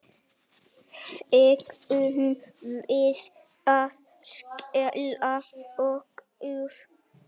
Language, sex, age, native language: Icelandic, male, 9, Icelandic